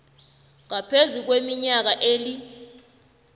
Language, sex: South Ndebele, female